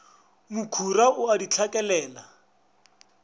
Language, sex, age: Northern Sotho, male, 24